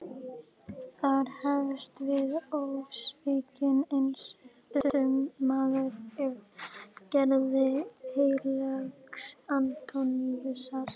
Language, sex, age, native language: Icelandic, female, 11, Icelandic